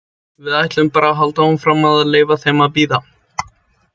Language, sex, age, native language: Icelandic, male, 20-29, Icelandic